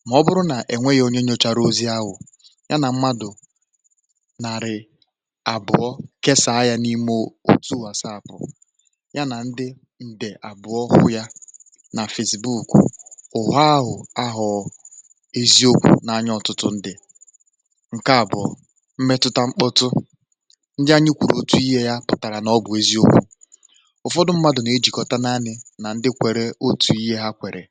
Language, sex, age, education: Igbo, male, 15-29, tertiary